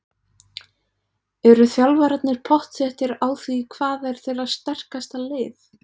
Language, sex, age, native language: Icelandic, female, 20-29, Icelandic